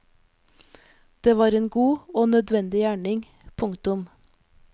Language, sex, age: Norwegian, female, 46